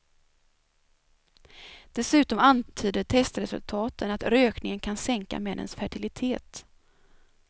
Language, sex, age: Swedish, female, 24